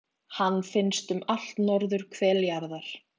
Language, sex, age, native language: Icelandic, female, 20-29, Icelandic